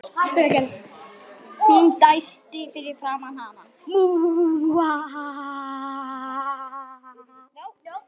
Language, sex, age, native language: Icelandic, male, 9, Icelandic